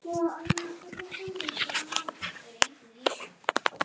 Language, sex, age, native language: Icelandic, male, 9, Icelandic